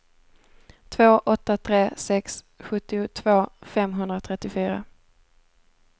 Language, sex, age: Swedish, female, 17